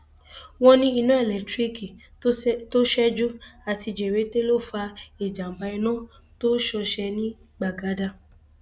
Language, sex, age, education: Yoruba, female, 15-29, tertiary